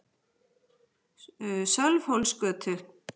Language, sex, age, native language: Icelandic, female, 40-49, Icelandic